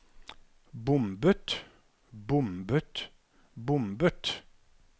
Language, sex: Norwegian, male